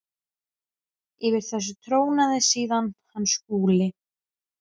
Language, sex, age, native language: Icelandic, female, 13, Icelandic